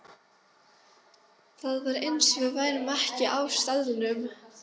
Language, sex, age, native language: Icelandic, female, 12, Icelandic